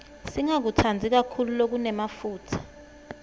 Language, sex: Swati, female